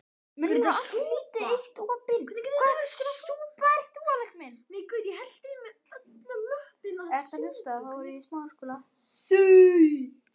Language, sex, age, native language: Icelandic, male, 12, Icelandic